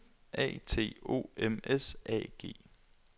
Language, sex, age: Danish, male, 21